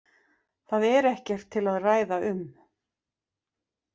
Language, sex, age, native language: Icelandic, female, 50-59, Icelandic